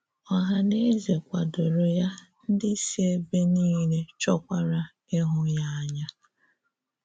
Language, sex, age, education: Igbo, female, 30-45, tertiary